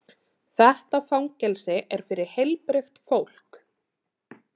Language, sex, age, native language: Icelandic, female, 30-39, Icelandic